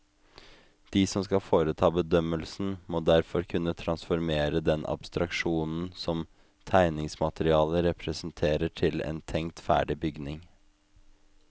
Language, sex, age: Norwegian, male, 25